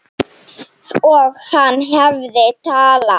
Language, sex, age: Icelandic, female, 7